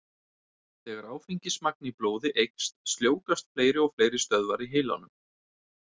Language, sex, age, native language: Icelandic, male, 30-39, Icelandic